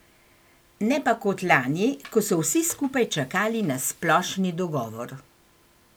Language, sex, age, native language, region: Slovenian, female, 60+, Slovenian, Gorenjska region